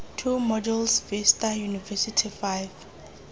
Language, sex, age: Tswana, female, 20